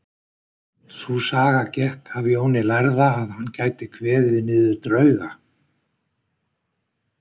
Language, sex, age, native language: Icelandic, male, 60-69, Icelandic